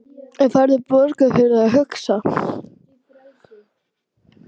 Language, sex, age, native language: Icelandic, female, 12, Icelandic